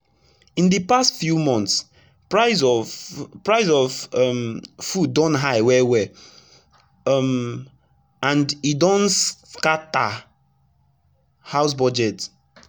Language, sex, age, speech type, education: Nigerian Pidgin, male, 15-29, spontaneous, tertiary